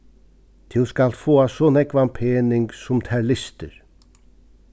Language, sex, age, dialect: Faroese, male, 36-60, Suðurstreymoy